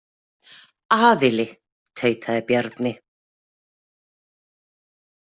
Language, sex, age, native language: Icelandic, female, 40-49, Icelandic